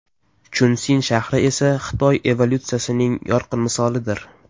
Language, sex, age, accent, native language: Uzbek, male, 18-24, Toshkent shahri, Uzbek